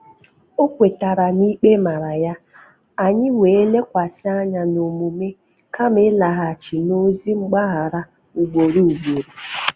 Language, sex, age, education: Igbo, female, 15-29, secondary